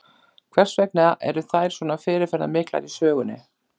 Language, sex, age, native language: Icelandic, female, 40-49, Icelandic